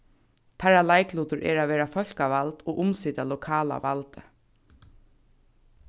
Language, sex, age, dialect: Faroese, female, 15-35, Suðurstreymoy